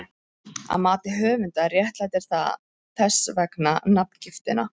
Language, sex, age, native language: Icelandic, female, 30-39, Icelandic